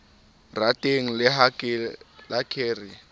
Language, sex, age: Southern Sotho, male, 19